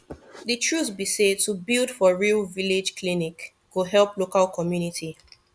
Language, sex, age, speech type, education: Nigerian Pidgin, female, 15-29, spontaneous, tertiary